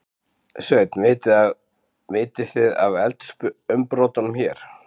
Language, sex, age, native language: Icelandic, male, 60-69, Icelandic